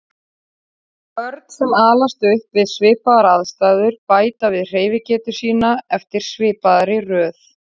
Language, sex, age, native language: Icelandic, female, 40-49, Icelandic